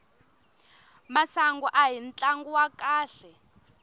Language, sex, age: Tsonga, female, 21